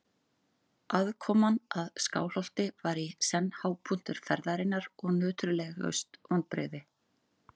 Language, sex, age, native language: Icelandic, female, 40-49, Icelandic